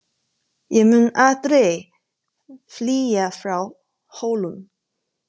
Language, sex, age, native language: Icelandic, female, 30-39, Chinese